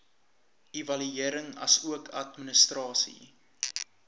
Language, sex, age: Afrikaans, male, 19